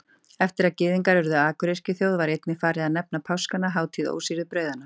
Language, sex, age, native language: Icelandic, female, 40-49, Icelandic